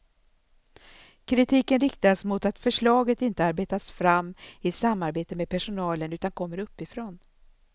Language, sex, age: Swedish, female, 64